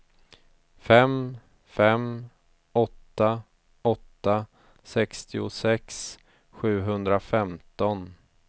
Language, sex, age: Swedish, male, 34